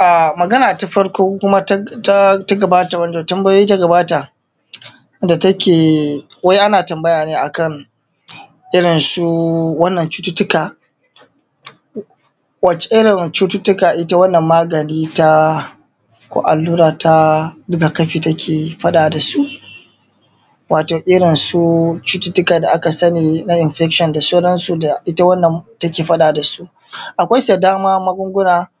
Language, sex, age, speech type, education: Hausa, male, 30-45, spontaneous, tertiary